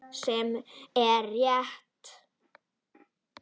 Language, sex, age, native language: Icelandic, female, 9, Icelandic